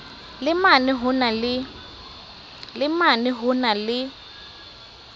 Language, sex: Southern Sotho, female